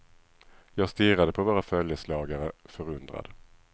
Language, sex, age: Swedish, male, 37